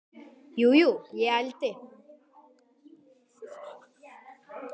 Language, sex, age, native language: Icelandic, female, 10, Icelandic